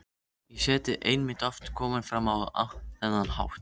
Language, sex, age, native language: Icelandic, other, 13, Icelandic